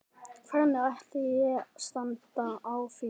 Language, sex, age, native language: Icelandic, male, 10, Icelandic